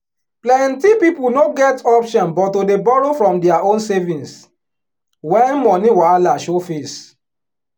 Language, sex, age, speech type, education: Nigerian Pidgin, male, 15-29, spontaneous, tertiary